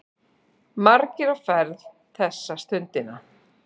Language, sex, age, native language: Icelandic, female, 40-49, Icelandic